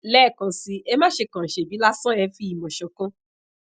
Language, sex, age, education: Yoruba, female, 15-29, tertiary